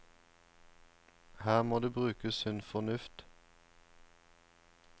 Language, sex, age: Norwegian, male, 34